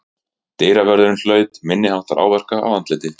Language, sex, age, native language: Icelandic, male, 30-39, Icelandic